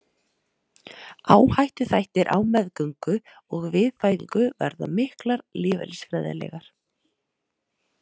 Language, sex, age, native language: Icelandic, female, 30-39, Icelandic